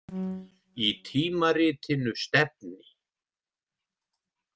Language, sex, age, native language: Icelandic, male, 70-79, Icelandic